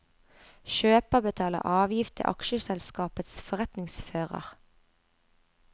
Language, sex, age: Norwegian, female, 25